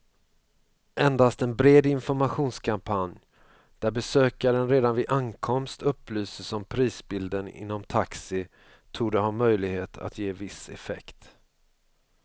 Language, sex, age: Swedish, male, 45